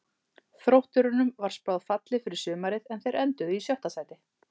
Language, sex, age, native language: Icelandic, male, 30-39, Icelandic